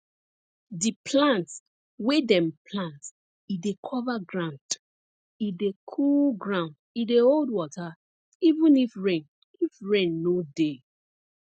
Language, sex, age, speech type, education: Nigerian Pidgin, female, 30-45, spontaneous, tertiary